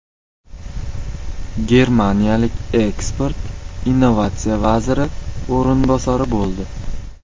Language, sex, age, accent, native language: Uzbek, male, 18-24, Qashqadaryo, Uzbek